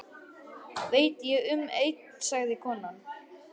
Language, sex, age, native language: Icelandic, male, 11, Icelandic